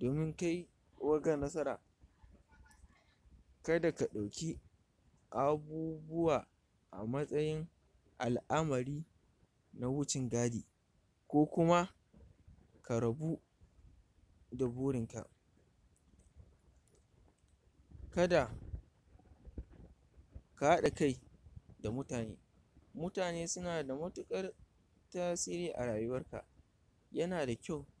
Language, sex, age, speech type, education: Hausa, male, 46-60, spontaneous, tertiary